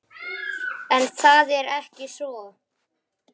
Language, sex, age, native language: Icelandic, male, 9, Icelandic